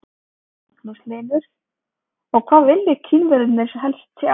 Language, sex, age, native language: Icelandic, female, 20-29, Icelandic